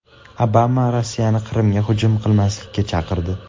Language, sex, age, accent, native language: Uzbek, male, 18-24, Andijon, Uzbek